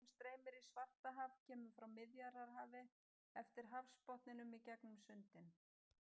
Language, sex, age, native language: Icelandic, female, 50-59, Icelandic